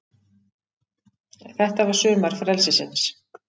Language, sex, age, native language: Icelandic, female, 50-59, Icelandic